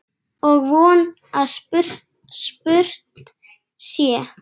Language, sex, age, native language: Icelandic, female, 10, Icelandic